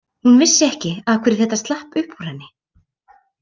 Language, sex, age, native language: Icelandic, female, 30-39, Icelandic